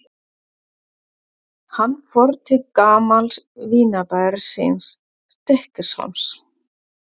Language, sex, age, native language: Icelandic, female, 40-49, German